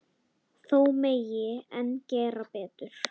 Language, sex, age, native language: Icelandic, male, 9, Icelandic